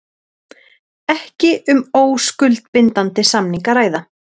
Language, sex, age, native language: Icelandic, female, 30-39, Icelandic